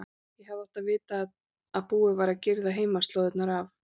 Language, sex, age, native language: Icelandic, female, 40-49, Icelandic